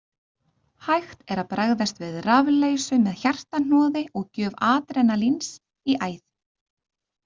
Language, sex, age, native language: Icelandic, female, 30-39, Icelandic